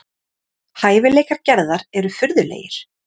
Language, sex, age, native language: Icelandic, female, 30-39, Icelandic